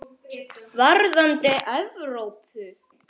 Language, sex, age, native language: Icelandic, male, 9, Icelandic